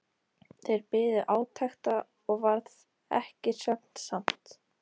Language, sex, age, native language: Icelandic, female, 13, Icelandic